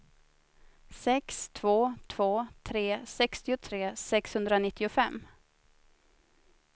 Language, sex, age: Swedish, female, 30